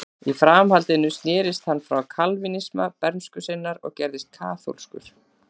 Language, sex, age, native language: Icelandic, female, 40-49, Icelandic